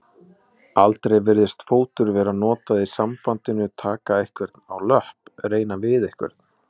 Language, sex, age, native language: Icelandic, male, 20-29, Icelandic